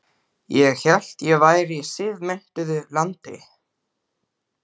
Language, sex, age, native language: Icelandic, male, 12, Icelandic